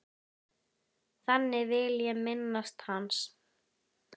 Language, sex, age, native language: Icelandic, female, 10, Icelandic